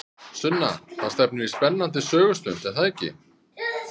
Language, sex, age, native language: Icelandic, male, 30-39, Icelandic